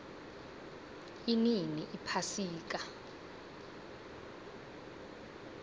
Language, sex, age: South Ndebele, female, 18